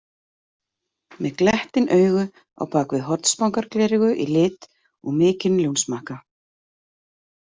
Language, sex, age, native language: Icelandic, female, 40-49, Icelandic